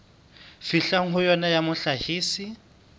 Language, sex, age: Southern Sotho, male, 22